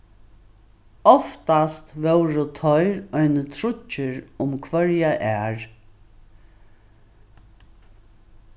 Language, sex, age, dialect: Faroese, female, 61+, Norðuroyggjar